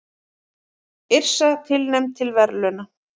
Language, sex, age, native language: Icelandic, female, 40-49, Icelandic